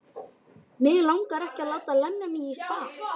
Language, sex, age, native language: Icelandic, male, 12, Icelandic